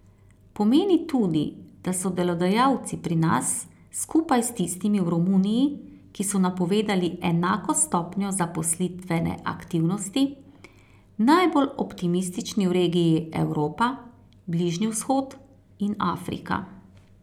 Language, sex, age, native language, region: Slovenian, female, 30-49, Slovenian, Carinthia region